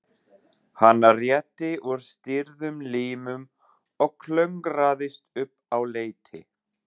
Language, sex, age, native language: Icelandic, male, 40-49, German